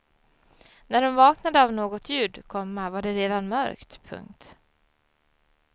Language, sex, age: Swedish, female, 34